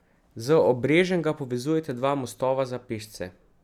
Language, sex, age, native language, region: Slovenian, male, 30-49, Slovenian, Central Slovenia